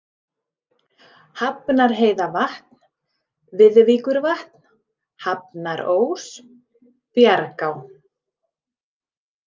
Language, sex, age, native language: Icelandic, female, 40-49, Icelandic